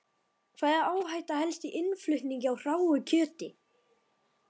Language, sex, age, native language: Icelandic, male, 12, Icelandic